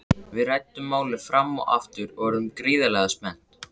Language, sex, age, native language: Icelandic, male, 14, Icelandic